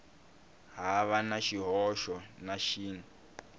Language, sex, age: Tsonga, male, 21